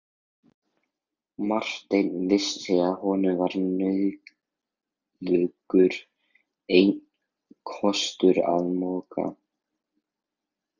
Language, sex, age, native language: Icelandic, male, 16, Icelandic